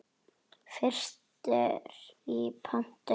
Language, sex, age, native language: Icelandic, female, 9, Icelandic